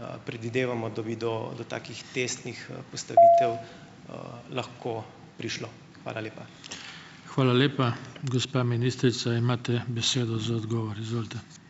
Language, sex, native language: Slovenian, male, Slovenian